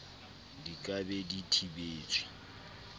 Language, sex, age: Southern Sotho, male, 29